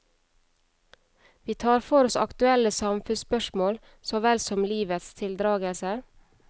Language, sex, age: Norwegian, female, 31